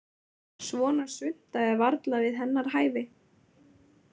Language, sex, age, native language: Icelandic, female, 20-29, Icelandic